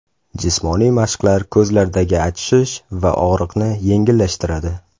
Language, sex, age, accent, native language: Uzbek, male, 18-24, Toshkent shahri, Uzbek